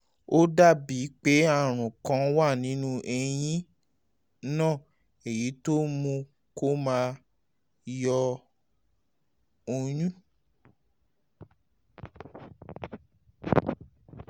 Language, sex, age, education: Yoruba, male, 30-45, tertiary